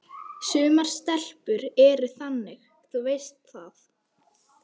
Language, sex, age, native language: Icelandic, female, 12, Icelandic